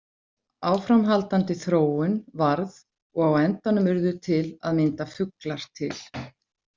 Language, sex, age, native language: Icelandic, female, 40-49, Icelandic